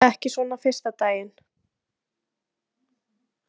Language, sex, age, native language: Icelandic, female, 20-29, Icelandic